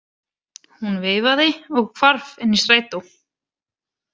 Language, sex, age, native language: Icelandic, female, 20-29, Icelandic